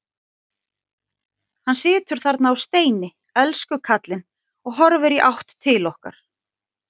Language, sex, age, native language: Icelandic, female, 40-49, Icelandic